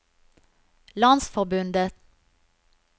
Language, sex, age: Norwegian, female, 43